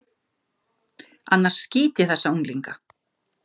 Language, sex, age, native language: Icelandic, female, 50-59, Icelandic